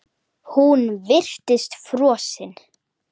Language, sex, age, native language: Icelandic, female, 9, Icelandic